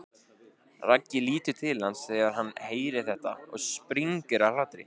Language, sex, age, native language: Icelandic, male, 16, Icelandic